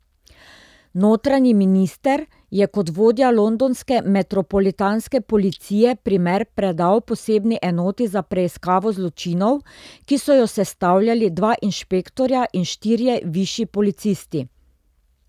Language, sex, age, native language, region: Slovenian, female, 30-49, Slovenian, Drava region